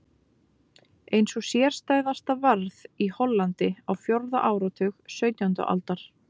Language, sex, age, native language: Icelandic, female, 20-29, Icelandic